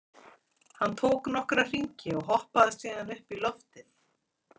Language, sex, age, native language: Icelandic, female, 40-49, Icelandic